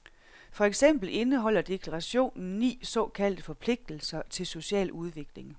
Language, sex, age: Danish, female, 46